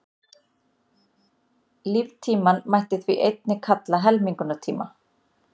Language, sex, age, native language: Icelandic, female, 30-39, Icelandic